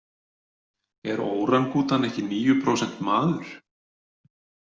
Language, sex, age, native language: Icelandic, male, 40-49, Icelandic